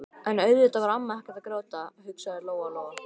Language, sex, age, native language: Icelandic, male, 12, Icelandic